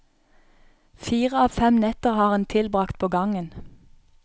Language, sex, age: Norwegian, female, 31